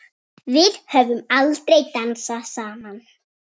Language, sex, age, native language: Icelandic, female, 6, Icelandic